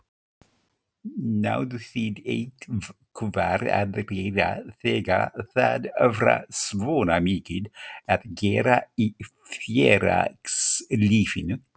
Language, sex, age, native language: Icelandic, male, 50-59, Icelandic